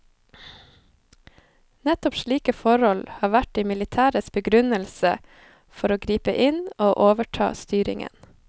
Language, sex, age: Norwegian, female, 25